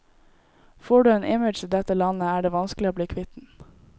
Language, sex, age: Norwegian, female, 18